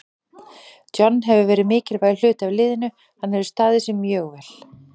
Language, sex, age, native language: Icelandic, female, 40-49, Icelandic